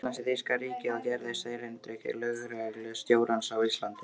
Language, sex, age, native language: Icelandic, male, 13, Icelandic